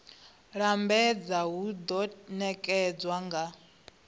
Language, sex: Venda, female